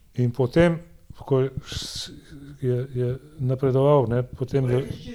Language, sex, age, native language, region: Slovenian, male, 60+, Slovenian, Gorenjska region